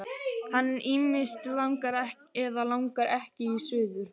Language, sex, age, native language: Icelandic, male, 12, Icelandic